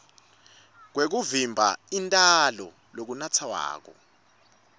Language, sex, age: Swati, male, 25